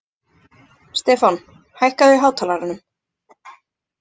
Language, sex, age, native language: Icelandic, other, 20-29, Icelandic